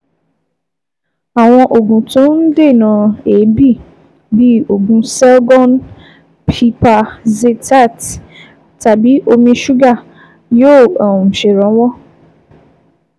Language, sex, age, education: Yoruba, female, 15-29, tertiary